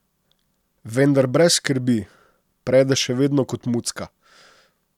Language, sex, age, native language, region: Slovenian, male, 30-49, Slovenian, Posavska region